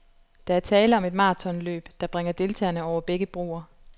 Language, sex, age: Danish, female, 25